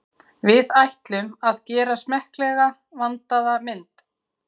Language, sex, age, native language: Icelandic, female, 40-49, Icelandic